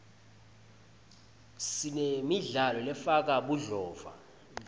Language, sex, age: Swati, male, 20